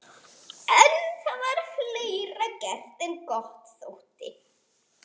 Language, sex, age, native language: Icelandic, female, 11, Norwegian